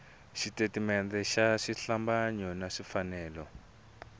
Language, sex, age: Tsonga, male, 22